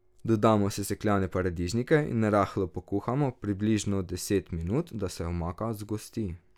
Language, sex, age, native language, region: Slovenian, male, 18-29, Slovenian, Drava region